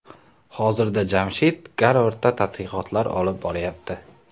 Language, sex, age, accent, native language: Uzbek, male, 18-24, Andijon, Uzbek